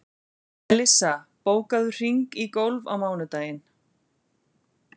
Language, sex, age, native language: Icelandic, female, 40-49, Icelandic